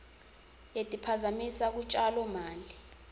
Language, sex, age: Swati, female, 20